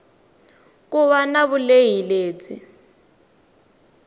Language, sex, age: Tsonga, female, 19